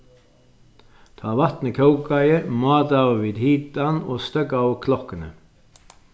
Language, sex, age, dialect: Faroese, male, 61+, Sandoy